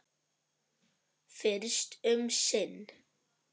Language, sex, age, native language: Icelandic, male, 9, Icelandic